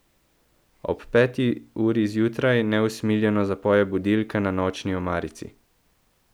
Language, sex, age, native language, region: Slovenian, male, 18-29, Slovenian, Central Slovenia